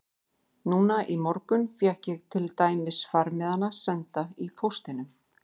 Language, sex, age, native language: Icelandic, female, 40-49, Icelandic